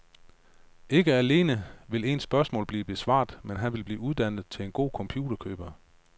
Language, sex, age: Danish, male, 35